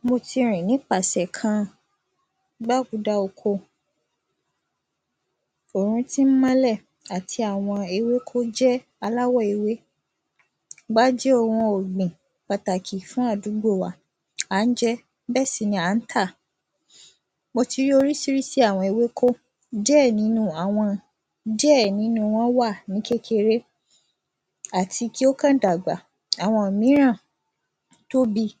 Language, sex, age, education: Yoruba, female, 15-29, secondary